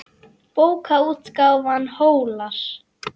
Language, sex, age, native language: Icelandic, female, 18-19, Icelandic